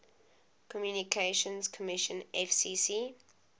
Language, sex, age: English, female, 20